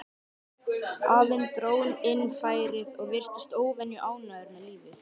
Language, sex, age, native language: Icelandic, male, 12, Icelandic